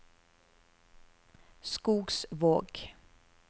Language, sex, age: Norwegian, female, 24